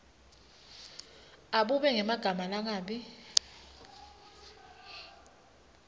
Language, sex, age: Swati, female, 19